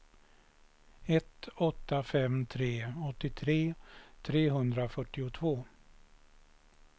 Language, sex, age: Swedish, male, 61